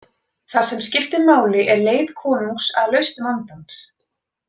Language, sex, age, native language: Icelandic, female, 30-39, Icelandic